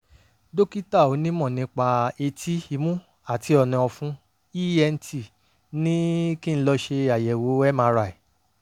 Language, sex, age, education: Yoruba, male, 30-45, tertiary